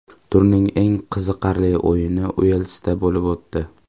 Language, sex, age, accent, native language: Uzbek, male, 18-24, Farg'ona, Uzbek